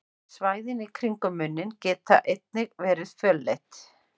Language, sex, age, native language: Icelandic, female, 50-59, Icelandic